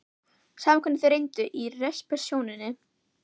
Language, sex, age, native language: Icelandic, female, 11, Icelandic